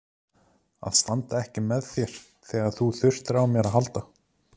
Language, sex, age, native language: Icelandic, male, 30-39, Icelandic